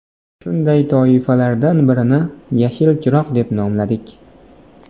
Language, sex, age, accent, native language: Uzbek, male, 18-24, Namangan, Uzbek